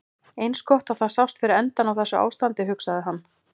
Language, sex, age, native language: Icelandic, female, 30-39, Icelandic